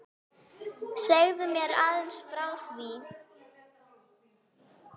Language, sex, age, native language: Icelandic, female, 9, Icelandic